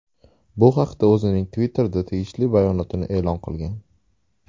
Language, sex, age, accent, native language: Uzbek, male, 19-29, Toshkent shahri, Uzbek